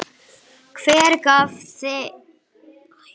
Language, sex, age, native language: Icelandic, male, 9, English